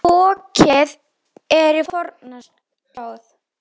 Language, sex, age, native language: Icelandic, female, 10, Icelandic